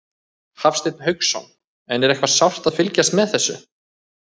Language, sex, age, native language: Icelandic, male, 20-29, Icelandic